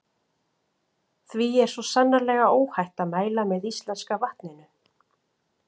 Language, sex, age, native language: Icelandic, female, 40-49, Icelandic